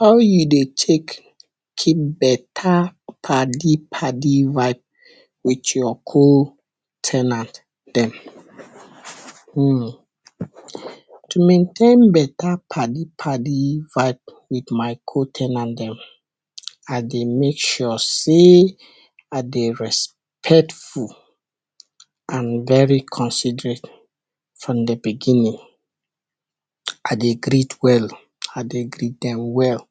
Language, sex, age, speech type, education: Nigerian Pidgin, male, 60+, spontaneous, tertiary